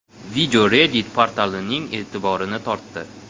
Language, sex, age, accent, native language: Uzbek, male, 18-24, Toshkent viloyati, Uzbek